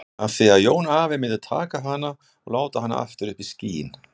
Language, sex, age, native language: Icelandic, male, 60-69, Icelandic